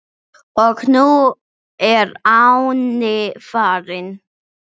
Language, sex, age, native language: Icelandic, female, 7, English